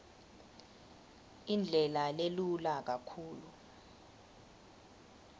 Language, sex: Swati, female